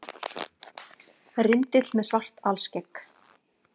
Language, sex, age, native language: Icelandic, female, 40-49, Icelandic